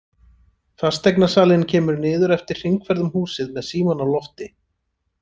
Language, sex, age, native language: Icelandic, male, 30-39, Icelandic